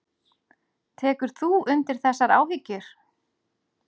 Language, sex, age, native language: Icelandic, female, 40-49, Icelandic